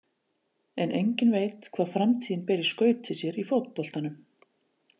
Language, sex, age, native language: Icelandic, female, 40-49, Icelandic